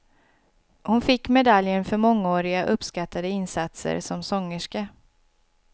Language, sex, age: Swedish, female, 26